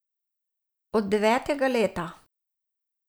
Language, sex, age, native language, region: Slovenian, female, 60+, Slovenian, Savinja region